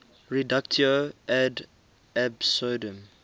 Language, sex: English, male